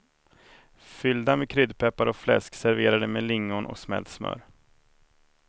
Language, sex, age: Swedish, male, 31